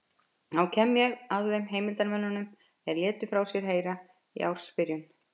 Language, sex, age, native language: Icelandic, female, 50-59, Icelandic